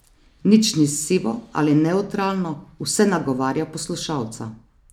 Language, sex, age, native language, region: Slovenian, female, 30-49, Slovenian, Savinja region